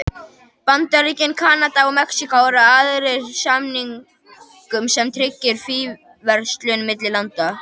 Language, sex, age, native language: Icelandic, male, 21, Icelandic